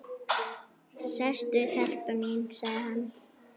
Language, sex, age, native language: Icelandic, female, 9, Icelandic